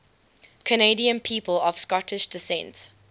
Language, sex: English, female